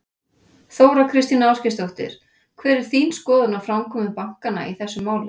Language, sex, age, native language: Icelandic, female, 40-49, Icelandic